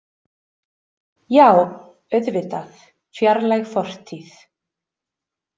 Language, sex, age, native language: Icelandic, female, 30-39, Icelandic